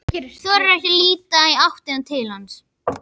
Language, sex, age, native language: Icelandic, female, 11, Icelandic